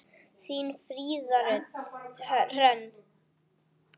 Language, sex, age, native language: Icelandic, male, 8, Icelandic